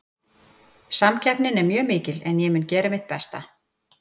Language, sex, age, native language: Icelandic, female, 40-49, Icelandic